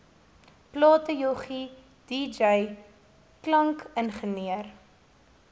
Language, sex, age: Afrikaans, female, 18